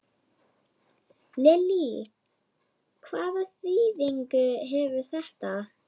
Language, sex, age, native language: Icelandic, female, 8, Icelandic